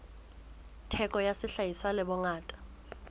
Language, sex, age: Southern Sotho, female, 20